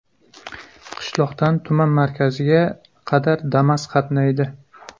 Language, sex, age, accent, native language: Uzbek, male, 25-34, Jizzax, Uzbek